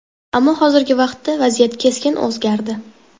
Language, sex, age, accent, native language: Uzbek, female, 12-17, Toshkent shahri, Uzbek